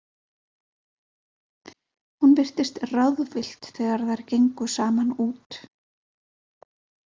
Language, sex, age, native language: Icelandic, female, 50-59, Icelandic